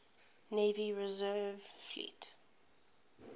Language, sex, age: English, female, 20